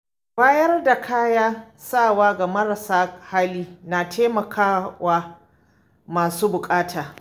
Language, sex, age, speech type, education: Hausa, female, 15-29, spontaneous, tertiary